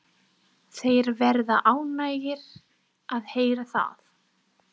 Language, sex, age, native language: Icelandic, female, 30-39, English